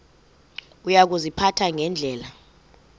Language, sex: Xhosa, female